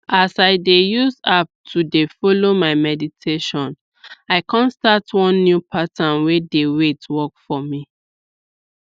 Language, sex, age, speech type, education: Nigerian Pidgin, female, 30-45, spontaneous, tertiary